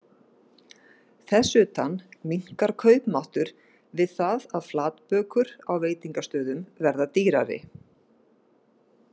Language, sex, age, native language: Icelandic, female, 50-59, Icelandic